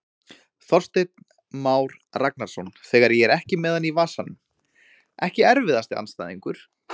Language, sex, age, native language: Icelandic, male, 20-29, Icelandic